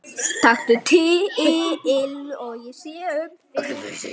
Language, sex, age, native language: Icelandic, male, 9, Icelandic